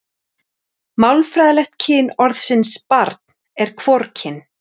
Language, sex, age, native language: Icelandic, female, 30-39, Icelandic